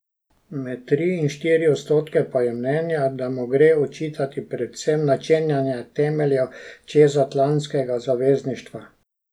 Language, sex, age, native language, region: Slovenian, male, 60+, Slovenian, Drava region